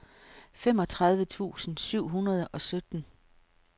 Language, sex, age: Danish, female, 55